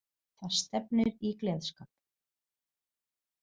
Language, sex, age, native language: Icelandic, female, 30-39, Portuguese